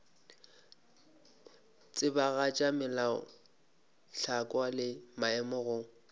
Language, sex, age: Northern Sotho, male, 26